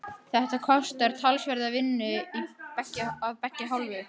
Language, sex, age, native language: Icelandic, male, 12, Icelandic